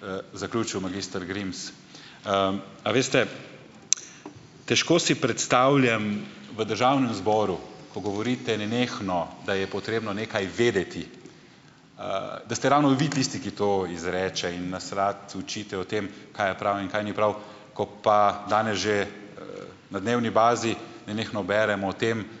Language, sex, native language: Slovenian, male, Slovenian